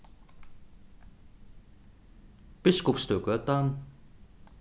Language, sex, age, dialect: Faroese, male, 36-60, Suðuroy